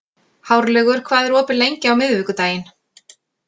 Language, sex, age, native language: Icelandic, female, 40-49, Icelandic